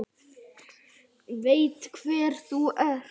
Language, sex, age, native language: Icelandic, other, 10, Icelandic